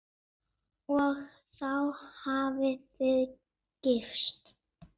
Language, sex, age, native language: Icelandic, female, 7, Icelandic